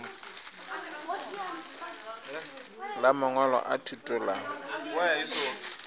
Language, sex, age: Northern Sotho, female, 22